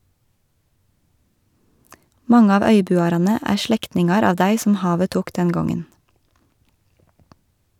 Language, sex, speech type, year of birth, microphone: Norwegian, female, read, 1982, Shure